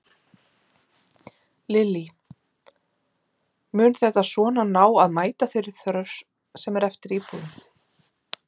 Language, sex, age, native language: Icelandic, female, 40-49, Icelandic